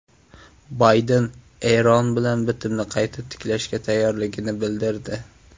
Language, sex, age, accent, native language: Uzbek, male, 19-29, Samarqand, Uzbek